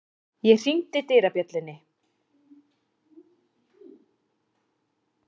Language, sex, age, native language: Icelandic, female, 30-39, Icelandic